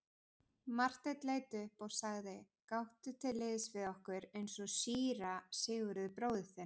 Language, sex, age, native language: Icelandic, female, 40-49, Icelandic